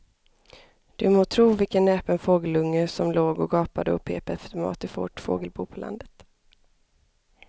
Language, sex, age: Swedish, female, 25